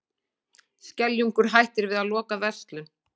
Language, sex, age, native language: Icelandic, female, 40-49, Icelandic